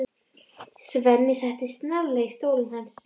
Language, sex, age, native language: Icelandic, female, 13, Icelandic